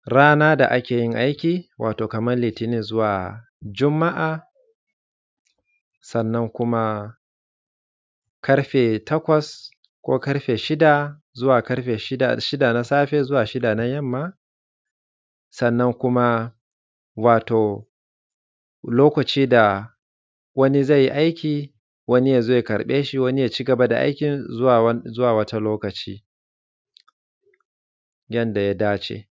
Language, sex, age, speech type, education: Hausa, male, 30-45, spontaneous, secondary